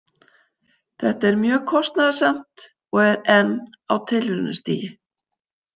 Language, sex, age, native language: Icelandic, female, 50-59, Icelandic